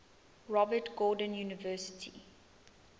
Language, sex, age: English, female, 20